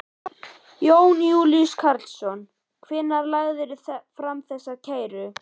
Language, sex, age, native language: Icelandic, male, 11, Icelandic